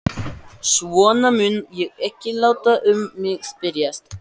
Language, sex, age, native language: Icelandic, female, 14, Icelandic